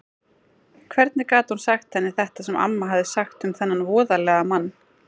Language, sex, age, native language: Icelandic, female, 20-29, Icelandic